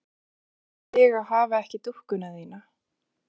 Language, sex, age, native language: Icelandic, female, 20-29, Icelandic